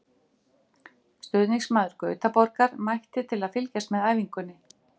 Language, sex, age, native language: Icelandic, female, 50-59, Icelandic